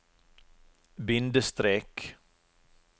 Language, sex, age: Norwegian, male, 45